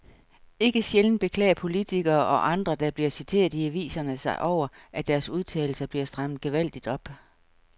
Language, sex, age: Danish, female, 55